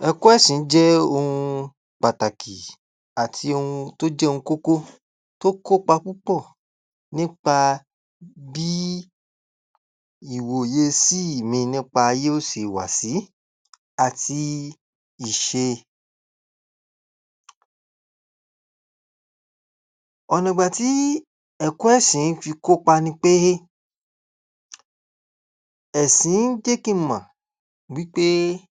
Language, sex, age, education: Yoruba, male, 46-60, tertiary